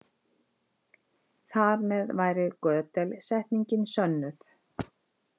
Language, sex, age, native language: Icelandic, female, 50-59, Icelandic